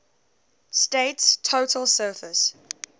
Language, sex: English, female